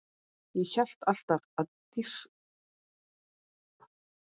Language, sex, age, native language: Icelandic, female, 8, Icelandic